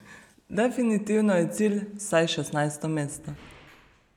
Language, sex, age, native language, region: Slovenian, female, 30-49, Slovenian, Savinja region